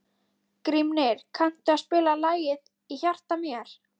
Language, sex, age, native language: Icelandic, female, 13, Icelandic